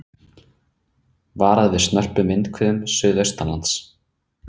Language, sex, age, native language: Icelandic, male, 30-39, Icelandic